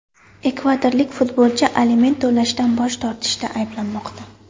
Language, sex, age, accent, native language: Uzbek, female, 18-24, Surxondaryo, Uzbek